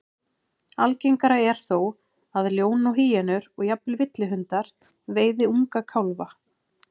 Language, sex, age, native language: Icelandic, female, 30-39, Icelandic